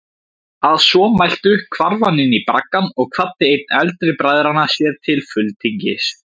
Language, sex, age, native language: Icelandic, male, 17, Icelandic